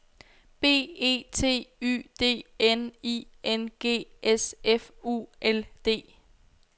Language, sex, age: Danish, female, 22